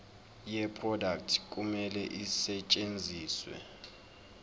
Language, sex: Zulu, male